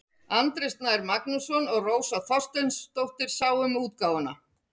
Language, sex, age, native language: Icelandic, female, 50-59, Icelandic